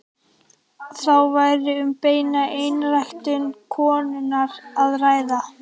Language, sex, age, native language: Icelandic, female, 18-19, Icelandic